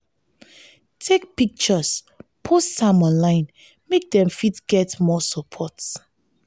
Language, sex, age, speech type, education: Nigerian Pidgin, female, 15-29, spontaneous, tertiary